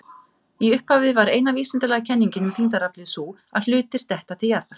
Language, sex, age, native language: Icelandic, female, 50-59, Icelandic